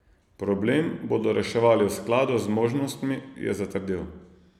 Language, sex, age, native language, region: Slovenian, male, 30-49, Slovenian, Savinja region